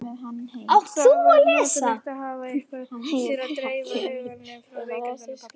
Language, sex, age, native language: Icelandic, female, 40-49, Icelandic